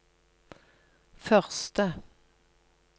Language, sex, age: Norwegian, female, 57